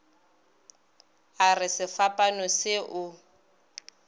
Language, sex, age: Northern Sotho, female, 22